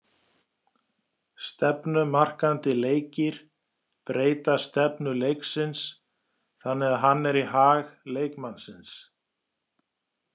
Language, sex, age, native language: Icelandic, male, 40-49, Icelandic